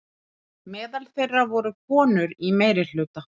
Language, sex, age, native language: Icelandic, female, 30-39, Icelandic